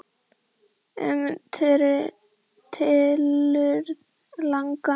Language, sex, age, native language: Icelandic, female, 10, Icelandic